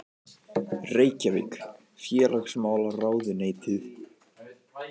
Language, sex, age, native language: Icelandic, male, 18-19, Icelandic